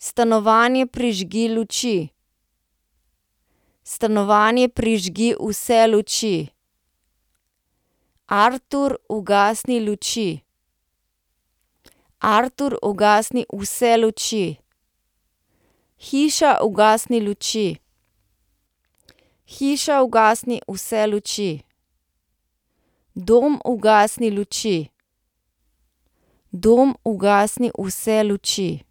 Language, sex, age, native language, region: Slovenian, female, 30-49, Slovenian, Central Slovenia